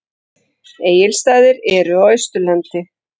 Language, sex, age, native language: Icelandic, female, 40-49, Icelandic